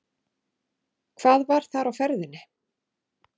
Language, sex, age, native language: Icelandic, female, 40-49, Icelandic